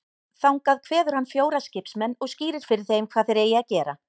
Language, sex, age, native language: Icelandic, female, 18-19, Icelandic